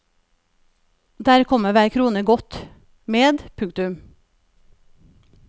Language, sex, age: Norwegian, female, 37